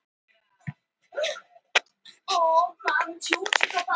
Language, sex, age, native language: Icelandic, female, 18-19, Icelandic